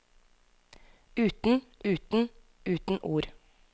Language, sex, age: Norwegian, female, 25